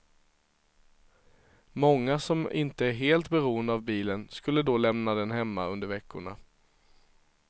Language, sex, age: Swedish, male, 23